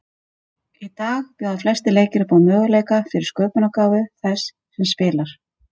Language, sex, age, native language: Icelandic, female, 50-59, Icelandic